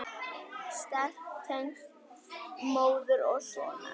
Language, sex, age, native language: Icelandic, female, 10, Icelandic